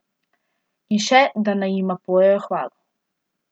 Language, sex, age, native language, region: Slovenian, female, 12-17, Slovenian, Central Slovenia